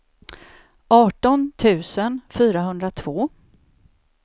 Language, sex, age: Swedish, female, 54